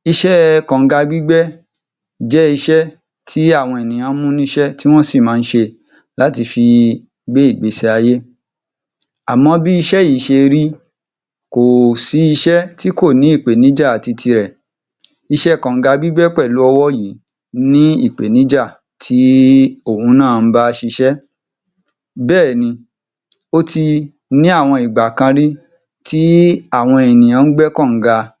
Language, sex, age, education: Yoruba, male, 30-45, tertiary